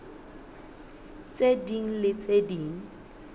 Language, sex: Southern Sotho, female